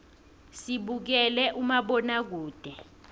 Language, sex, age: South Ndebele, female, 20